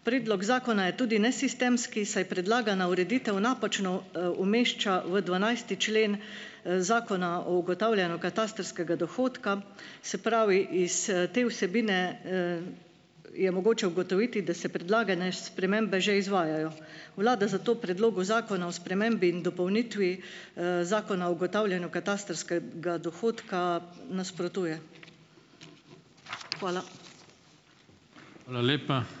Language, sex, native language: Slovenian, female, Slovenian